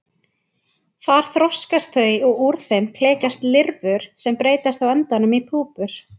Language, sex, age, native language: Icelandic, female, 20-29, Icelandic